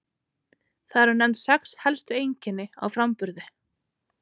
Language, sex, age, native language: Icelandic, female, 30-39, Icelandic